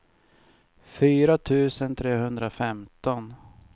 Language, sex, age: Swedish, male, 50